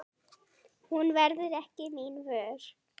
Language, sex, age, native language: Icelandic, female, 9, Icelandic